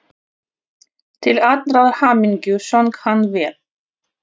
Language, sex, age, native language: Icelandic, female, 30-39, Russian